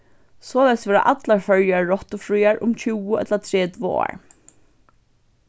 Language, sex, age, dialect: Faroese, female, 15-35, Vágar